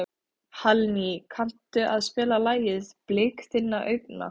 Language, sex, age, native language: Icelandic, female, 15, Icelandic